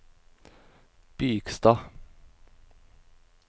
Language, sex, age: Norwegian, male, 24